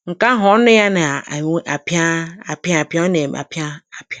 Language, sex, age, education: Igbo, female, 46-60, tertiary